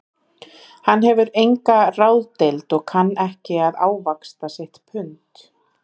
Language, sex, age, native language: Icelandic, female, 30-39, Icelandic